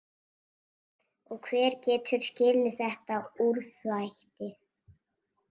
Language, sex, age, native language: Icelandic, female, 50-59, Icelandic